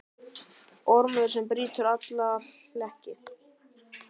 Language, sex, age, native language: Icelandic, male, 9, Icelandic